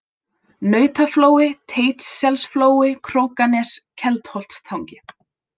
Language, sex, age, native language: Icelandic, female, 20-29, Icelandic